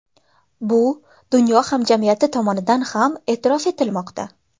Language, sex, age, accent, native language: Uzbek, female, 19-29, Jizzax, Uzbek